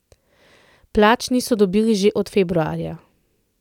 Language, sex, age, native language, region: Slovenian, female, 30-49, Slovenian, Central Slovenia